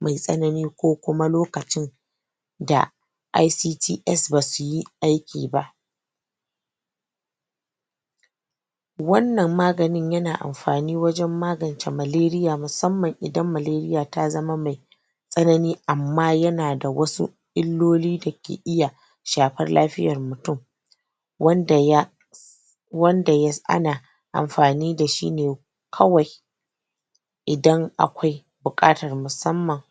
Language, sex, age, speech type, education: Hausa, female, 30-45, spontaneous, tertiary